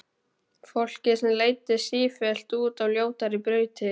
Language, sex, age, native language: Icelandic, male, 12, Icelandic